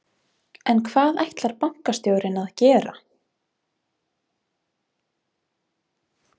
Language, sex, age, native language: Icelandic, female, 20-29, Icelandic